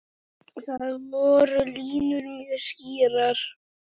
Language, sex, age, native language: Icelandic, female, 9, Icelandic